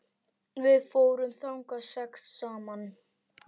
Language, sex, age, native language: Icelandic, male, 10, Icelandic